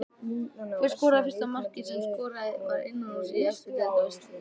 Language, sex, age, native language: Icelandic, female, 18-19, Icelandic